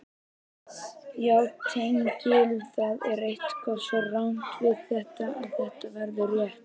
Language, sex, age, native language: Icelandic, female, 50-59, Icelandic